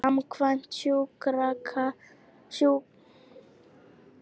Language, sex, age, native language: Icelandic, female, 18-19, Icelandic